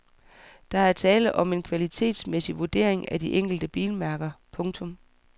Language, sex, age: Danish, female, 44